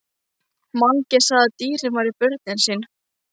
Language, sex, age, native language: Icelandic, female, 15, Icelandic